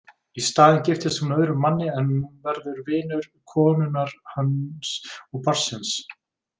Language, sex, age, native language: Icelandic, male, 20-29, Icelandic